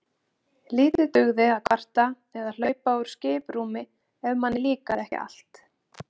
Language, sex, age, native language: Icelandic, female, 40-49, Icelandic